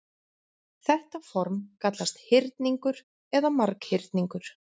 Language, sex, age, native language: Icelandic, female, 40-49, Icelandic